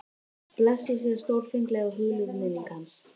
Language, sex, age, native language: Icelandic, female, 13, Icelandic